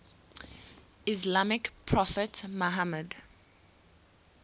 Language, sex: English, female